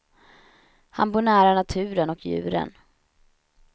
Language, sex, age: Swedish, female, 31